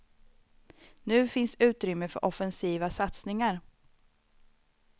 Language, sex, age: Swedish, female, 25